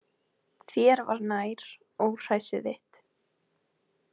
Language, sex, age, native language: Icelandic, female, 18-19, Icelandic